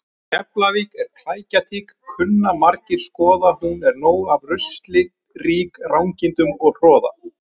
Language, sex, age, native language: Icelandic, male, 30-39, Icelandic